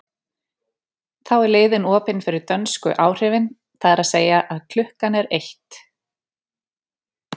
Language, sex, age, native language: Icelandic, female, 30-39, Icelandic